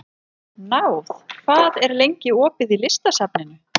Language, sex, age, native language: Icelandic, female, 30-39, Icelandic